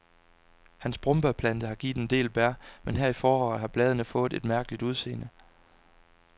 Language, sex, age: Danish, male, 26